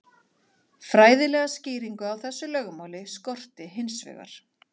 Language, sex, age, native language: Icelandic, female, 40-49, Icelandic